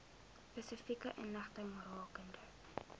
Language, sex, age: Afrikaans, female, 20